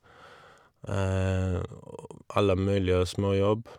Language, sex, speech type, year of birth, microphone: Norwegian, male, spontaneous, 1981, Shure